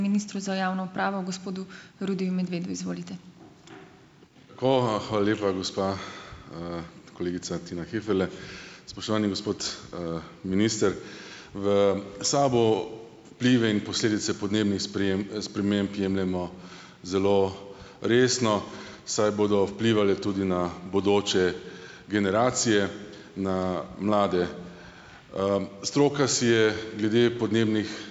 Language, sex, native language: Slovenian, male, Slovenian